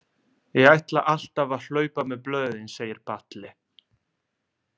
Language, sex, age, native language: Icelandic, male, 20-29, Italian